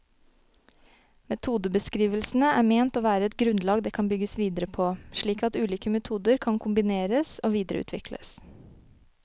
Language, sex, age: Norwegian, female, 25